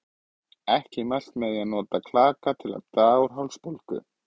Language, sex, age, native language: Icelandic, male, 20-29, Icelandic